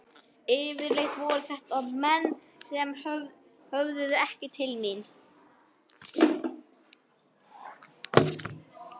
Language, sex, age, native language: Icelandic, male, 11, Icelandic